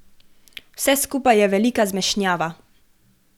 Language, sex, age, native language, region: Slovenian, female, 18-29, Slovenian, Gorenjska region